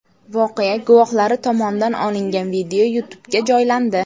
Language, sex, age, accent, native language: Uzbek, female, 18-24, Samarqand, Uzbek